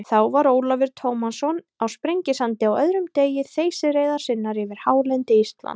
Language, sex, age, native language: Icelandic, female, 30-39, Icelandic